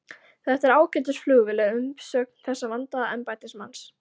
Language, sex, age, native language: Icelandic, female, 14, Icelandic